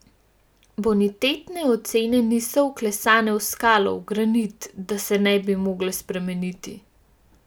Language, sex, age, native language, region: Slovenian, female, 18-29, Slovenian, Gorenjska region